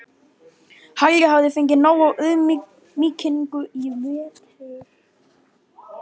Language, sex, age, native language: Icelandic, male, 12, Icelandic